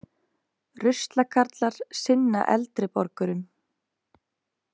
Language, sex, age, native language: Icelandic, female, 20-29, Icelandic